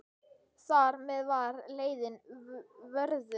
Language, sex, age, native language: Icelandic, male, 10, Icelandic